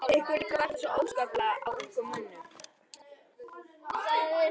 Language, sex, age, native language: Icelandic, female, 11, Icelandic